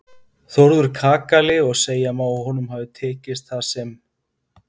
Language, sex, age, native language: Icelandic, male, 50-59, Icelandic